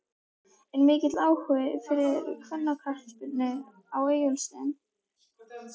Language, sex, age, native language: Icelandic, female, 12, Icelandic